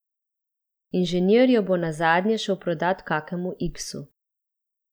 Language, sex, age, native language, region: Slovenian, female, 30-49, Slovenian, Central Slovenia